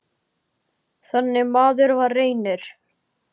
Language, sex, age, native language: Icelandic, male, 10, Icelandic